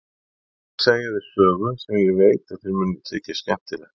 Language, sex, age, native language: Icelandic, male, 50-59, Icelandic